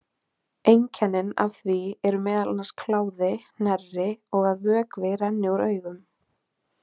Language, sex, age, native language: Icelandic, female, 20-29, Icelandic